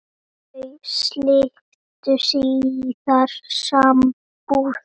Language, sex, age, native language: Icelandic, female, 9, Icelandic